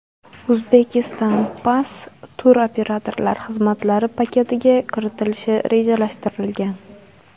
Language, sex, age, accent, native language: Uzbek, female, 18-24, Navoiy, Uzbek